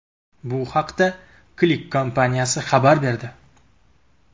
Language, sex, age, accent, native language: Uzbek, male, 25-34, Qashqadaryo, Uzbek